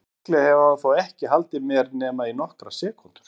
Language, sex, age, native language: Icelandic, male, 50-59, Icelandic